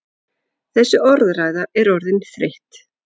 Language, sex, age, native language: Icelandic, female, 40-49, Icelandic